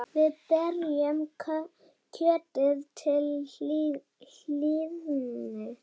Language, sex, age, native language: Icelandic, female, 8, Danish